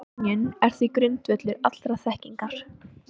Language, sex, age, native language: Icelandic, female, 18-19, Icelandic